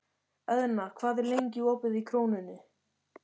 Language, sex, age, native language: Icelandic, male, 13, Icelandic